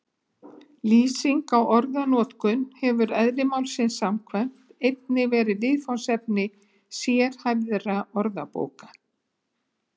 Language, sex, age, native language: Icelandic, female, 70-79, Icelandic